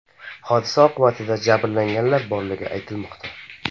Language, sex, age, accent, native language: Uzbek, male, 18-24, Qashqadaryo, Uzbek